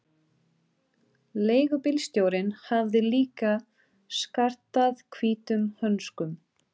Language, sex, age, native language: Icelandic, female, 30-39, Portuguese